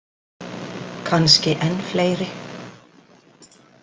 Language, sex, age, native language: Icelandic, female, 60-69, Icelandic